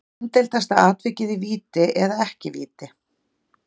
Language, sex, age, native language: Icelandic, female, 40-49, Icelandic